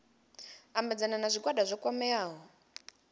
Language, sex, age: Venda, female, 28